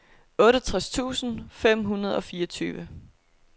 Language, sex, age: Danish, female, 22